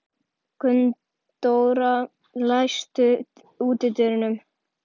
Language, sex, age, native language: Icelandic, male, 11, Icelandic